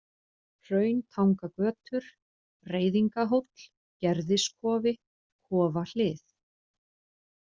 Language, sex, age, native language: Icelandic, female, 40-49, Icelandic